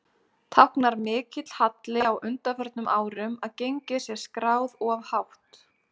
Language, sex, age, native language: Icelandic, female, 30-39, Icelandic